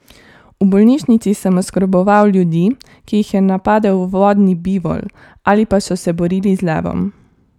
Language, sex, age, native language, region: Slovenian, female, 18-29, Slovenian, Savinja region